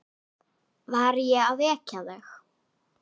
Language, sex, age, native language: Icelandic, female, 10, Icelandic